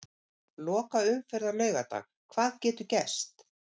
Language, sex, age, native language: Icelandic, female, 50-59, Icelandic